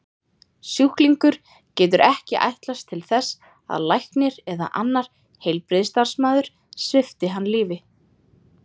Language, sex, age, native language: Icelandic, female, 30-39, Icelandic